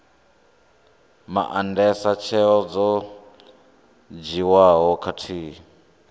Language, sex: Venda, male